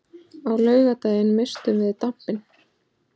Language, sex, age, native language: Icelandic, female, 40-49, Icelandic